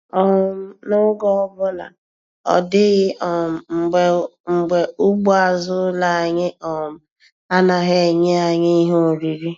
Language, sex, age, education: Igbo, female, 15-29, tertiary